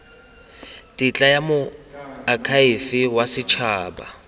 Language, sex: Tswana, male